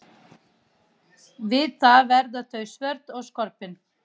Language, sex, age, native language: Icelandic, female, 30-39, Icelandic